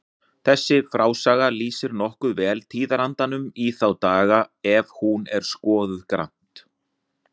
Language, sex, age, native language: Icelandic, male, 40-49, Icelandic